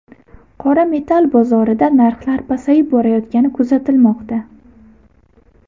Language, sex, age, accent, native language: Uzbek, female, 18-24, Buxoro, Uzbek